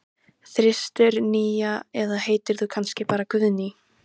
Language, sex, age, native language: Icelandic, female, 13, Icelandic